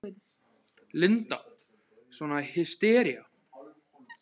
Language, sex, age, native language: Icelandic, female, 15, Icelandic